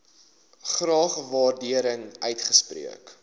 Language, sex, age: Afrikaans, male, 19